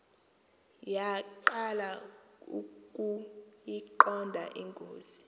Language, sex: Xhosa, female